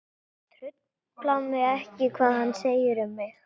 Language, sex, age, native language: Icelandic, female, 18-19, Icelandic